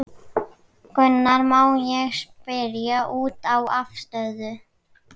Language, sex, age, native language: Icelandic, male, 11, Icelandic